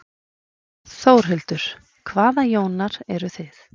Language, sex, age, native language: Icelandic, female, 40-49, Icelandic